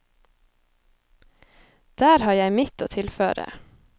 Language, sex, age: Norwegian, female, 25